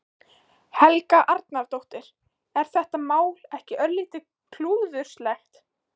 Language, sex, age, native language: Icelandic, female, 15, Icelandic